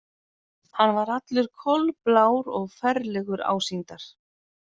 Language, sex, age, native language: Icelandic, female, 40-49, Icelandic